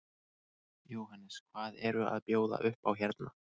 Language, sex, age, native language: Icelandic, male, 30-39, Icelandic